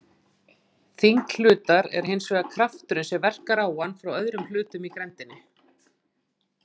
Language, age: Icelandic, 40-49